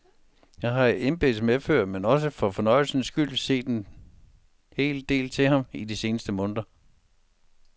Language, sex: Danish, male